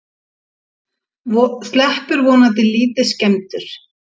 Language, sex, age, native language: Icelandic, female, 50-59, Icelandic